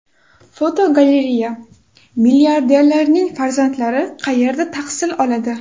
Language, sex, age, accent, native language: Uzbek, female, under 19, Toshkent shahri, Uzbek